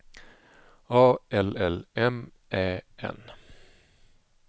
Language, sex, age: Swedish, male, 35